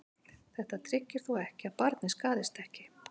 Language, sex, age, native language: Icelandic, female, 50-59, Icelandic